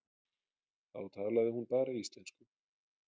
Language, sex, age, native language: Icelandic, male, 30-39, Icelandic